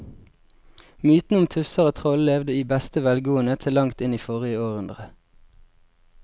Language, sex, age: Norwegian, male, 20